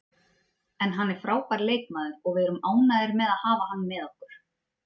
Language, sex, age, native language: Icelandic, female, 30-39, Icelandic